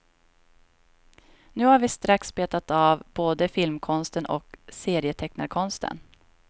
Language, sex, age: Swedish, female, 26